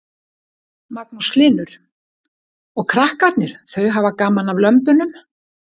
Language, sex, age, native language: Icelandic, female, 60-69, Icelandic